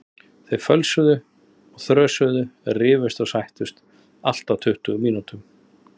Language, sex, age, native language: Icelandic, male, 30-39, Icelandic